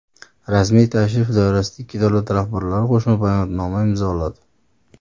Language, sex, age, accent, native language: Uzbek, male, 30-39, Farg'ona, Uzbek